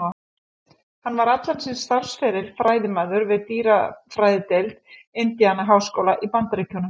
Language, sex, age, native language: Icelandic, female, 40-49, Icelandic